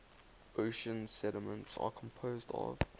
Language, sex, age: English, male, 19